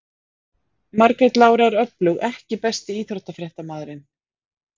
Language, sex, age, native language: Icelandic, female, 40-49, Icelandic